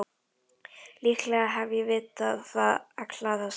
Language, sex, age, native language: Icelandic, female, 11, Icelandic